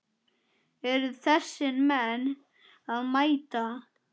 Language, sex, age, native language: Icelandic, male, 9, Icelandic